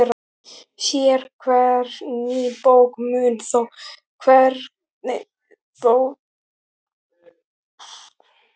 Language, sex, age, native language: Icelandic, male, 12, Icelandic